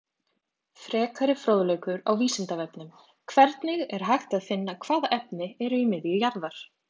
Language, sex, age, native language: Icelandic, female, 20-29, Icelandic